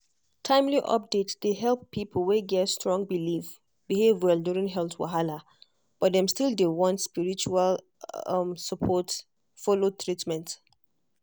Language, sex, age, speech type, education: Nigerian Pidgin, female, 15-29, spontaneous, tertiary